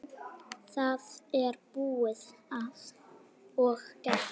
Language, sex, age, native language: Icelandic, male, 9, Icelandic